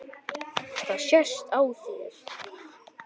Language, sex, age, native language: Icelandic, male, 10, Icelandic